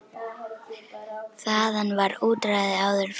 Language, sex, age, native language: Icelandic, female, 10, Icelandic